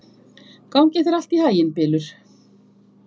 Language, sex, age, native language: Icelandic, female, 50-59, Icelandic